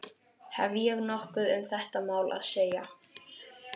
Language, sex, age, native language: Icelandic, male, 12, Icelandic